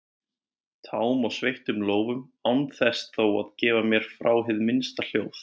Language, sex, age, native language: Icelandic, male, 20-29, Icelandic